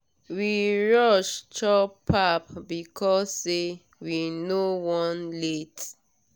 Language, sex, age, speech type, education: Nigerian Pidgin, female, 30-45, spontaneous, tertiary